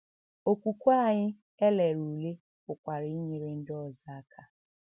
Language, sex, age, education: Igbo, female, 15-29, tertiary